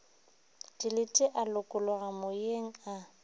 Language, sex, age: Northern Sotho, female, 23